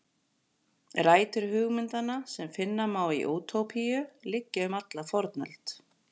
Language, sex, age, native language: Icelandic, female, 40-49, Icelandic